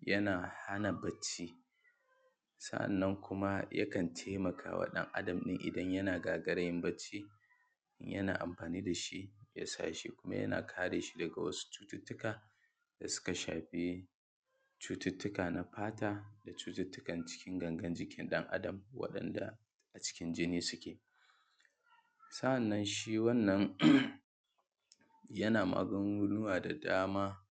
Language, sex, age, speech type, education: Hausa, male, 15-29, spontaneous, tertiary